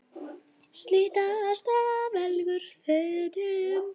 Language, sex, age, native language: Icelandic, female, 9, Icelandic